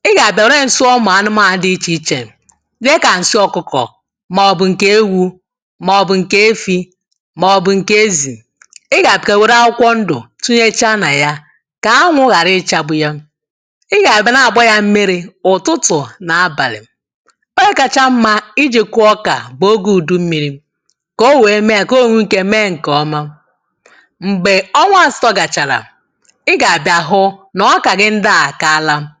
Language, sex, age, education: Igbo, female, 30-45, tertiary